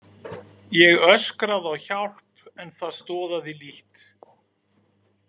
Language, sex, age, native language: Icelandic, male, 40-49, Icelandic